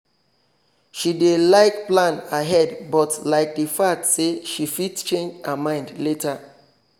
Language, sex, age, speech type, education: Nigerian Pidgin, male, 30-45, spontaneous, tertiary